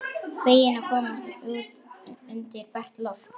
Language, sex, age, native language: Icelandic, male, 11, Icelandic